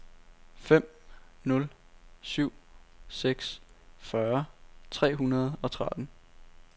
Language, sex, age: Danish, male, 18